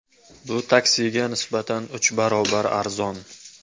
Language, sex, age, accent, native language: Uzbek, male, 25-34, Jizzax, Uzbek